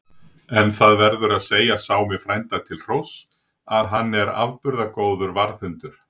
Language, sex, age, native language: Icelandic, male, 60-69, Icelandic